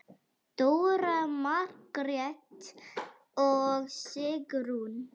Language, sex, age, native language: Icelandic, female, 9, Icelandic